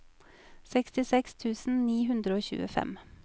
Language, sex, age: Norwegian, female, 28